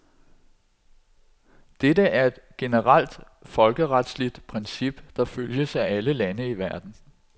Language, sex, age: Danish, male, 46